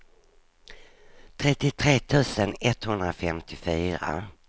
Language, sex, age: Swedish, female, 59